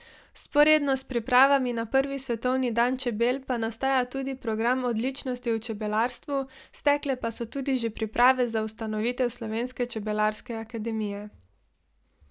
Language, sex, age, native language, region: Slovenian, female, 18-29, Slovenian, Savinja region